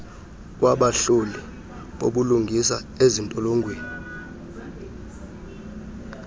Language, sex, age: Xhosa, male, 35